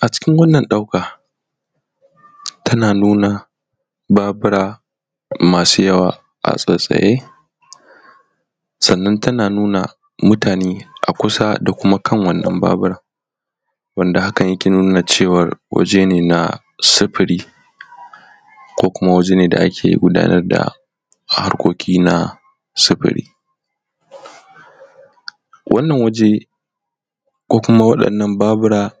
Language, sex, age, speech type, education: Hausa, male, 15-29, spontaneous, tertiary